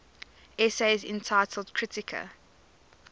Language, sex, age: English, female, 24